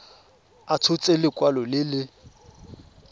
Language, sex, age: Tswana, male, 23